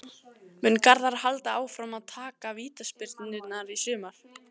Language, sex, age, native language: Icelandic, other, 14, Icelandic